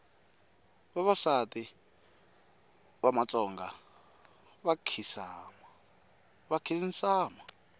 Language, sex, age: Tsonga, male, 22